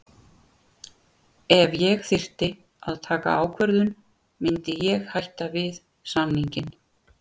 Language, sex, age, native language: Icelandic, female, 60-69, Icelandic